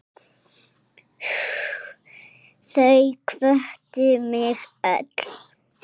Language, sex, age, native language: Icelandic, female, 5, Icelandic